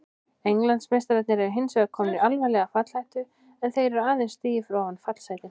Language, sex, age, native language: Icelandic, female, 16, Icelandic